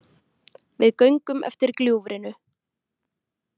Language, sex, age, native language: Icelandic, female, 20-29, Icelandic